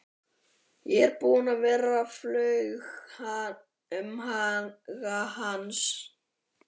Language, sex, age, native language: Icelandic, male, 11, Icelandic